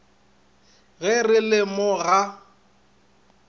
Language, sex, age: Northern Sotho, male, 25